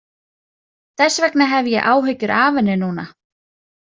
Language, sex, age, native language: Icelandic, female, 30-39, Icelandic